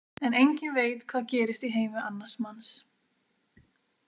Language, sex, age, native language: Icelandic, female, 20-29, Icelandic